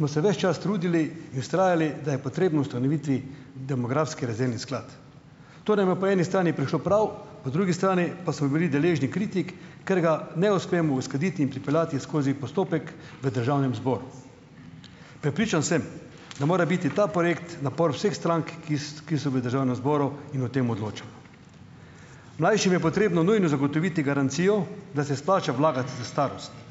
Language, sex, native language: Slovenian, male, Slovenian